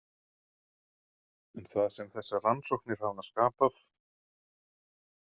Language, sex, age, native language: Icelandic, male, 30-39, Icelandic